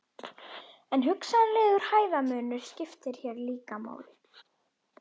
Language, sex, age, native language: Icelandic, female, 21, Icelandic